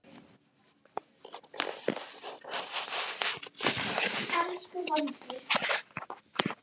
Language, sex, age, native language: Icelandic, female, 10, Icelandic